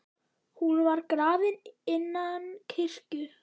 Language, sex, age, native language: Icelandic, male, 9, Icelandic